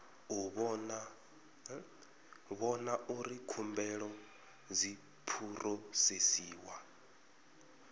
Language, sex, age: Venda, male, 33